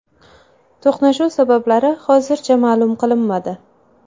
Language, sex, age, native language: Uzbek, female, 18-24, Uzbek